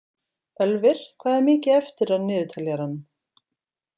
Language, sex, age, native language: Icelandic, female, 40-49, Icelandic